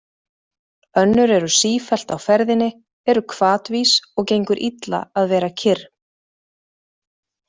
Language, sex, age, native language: Icelandic, female, 40-49, Icelandic